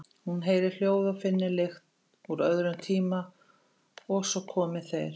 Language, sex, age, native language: Icelandic, female, 50-59, Icelandic